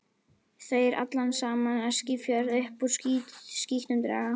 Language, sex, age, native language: Icelandic, female, 11, Icelandic